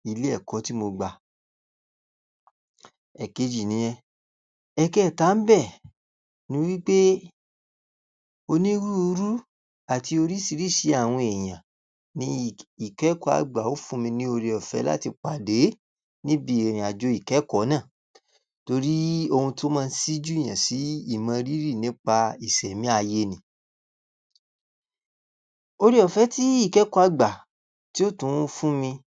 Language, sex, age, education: Yoruba, male, 46-60, tertiary